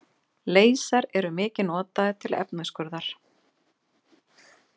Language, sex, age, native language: Icelandic, female, 50-59, Icelandic